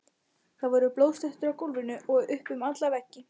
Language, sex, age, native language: Icelandic, female, 11, Icelandic